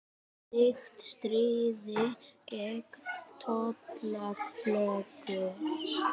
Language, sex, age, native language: Icelandic, female, 18-19, Icelandic